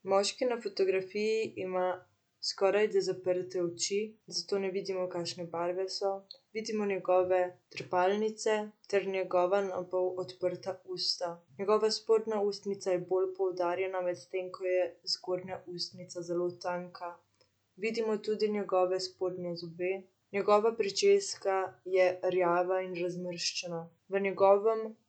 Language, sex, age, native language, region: Slovenian, female, 18-29, Slovenian, Central Slovenia